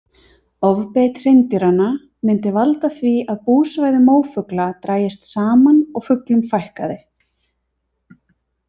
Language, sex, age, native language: Icelandic, female, 30-39, Icelandic